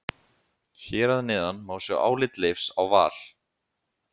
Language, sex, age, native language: Icelandic, male, 20-29, Icelandic